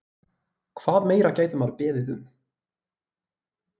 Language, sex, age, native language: Icelandic, male, 20-29, Icelandic